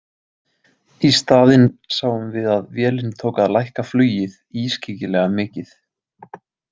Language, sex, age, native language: Icelandic, male, 20-29, Icelandic